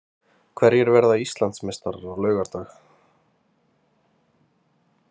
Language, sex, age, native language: Icelandic, male, 30-39, Icelandic